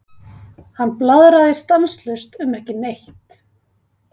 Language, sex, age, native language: Icelandic, female, 30-39, Icelandic